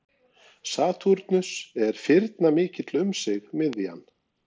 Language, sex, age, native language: Icelandic, male, 40-49, Norwegian